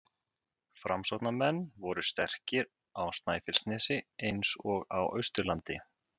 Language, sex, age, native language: Icelandic, male, 30-39, Icelandic